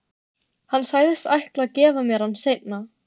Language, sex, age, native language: Icelandic, female, 13, Icelandic